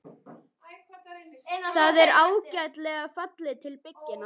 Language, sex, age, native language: Icelandic, male, 11, Icelandic